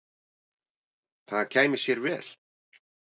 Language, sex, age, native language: Icelandic, male, 40-49, Icelandic